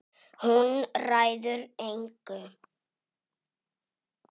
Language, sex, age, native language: Icelandic, male, 6, Icelandic